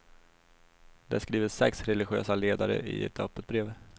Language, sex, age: Swedish, male, 21